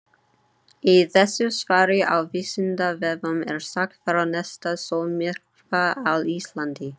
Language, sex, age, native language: Icelandic, female, 30-39, Icelandic